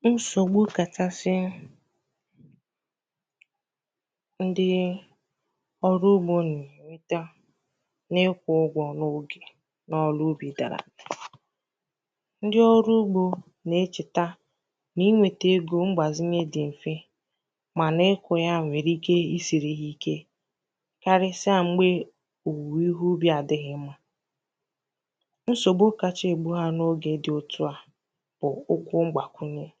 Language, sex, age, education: Igbo, female, 15-29, tertiary